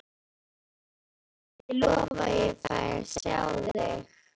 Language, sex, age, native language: Icelandic, male, 12, Icelandic